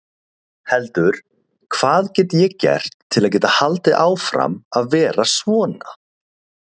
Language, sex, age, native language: Icelandic, male, 30-39, Icelandic